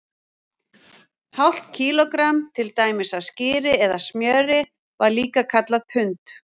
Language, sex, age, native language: Icelandic, female, 40-49, Icelandic